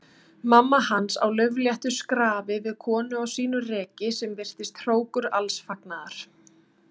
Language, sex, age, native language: Icelandic, female, 30-39, Icelandic